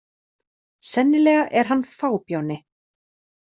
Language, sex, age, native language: Icelandic, female, 30-39, Icelandic